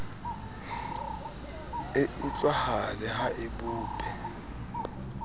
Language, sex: Southern Sotho, male